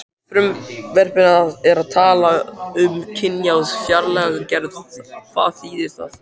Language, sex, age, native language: Icelandic, male, 14, Icelandic